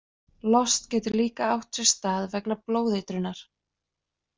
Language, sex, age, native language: Icelandic, female, 20-29, Icelandic